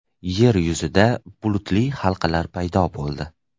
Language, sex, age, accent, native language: Uzbek, male, 18-24, Farg'ona, Uzbek